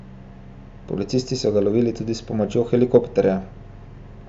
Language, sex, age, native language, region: Slovenian, male, 18-29, Slovenian, Central Slovenia